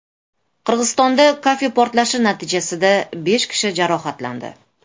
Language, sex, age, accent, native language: Uzbek, female, 35+, Toshkent shahri, Uzbek